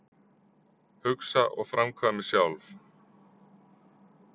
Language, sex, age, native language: Icelandic, male, 40-49, Icelandic